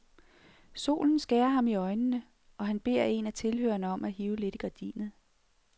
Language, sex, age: Danish, female, 46